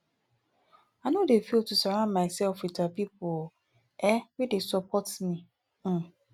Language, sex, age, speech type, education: Nigerian Pidgin, female, 15-29, spontaneous, tertiary